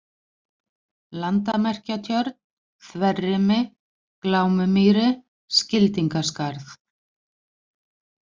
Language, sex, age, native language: Icelandic, female, 40-49, Icelandic